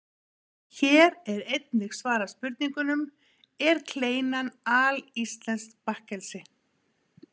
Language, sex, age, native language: Icelandic, female, 50-59, Icelandic